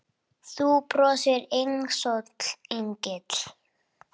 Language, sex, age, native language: Icelandic, male, 8, Icelandic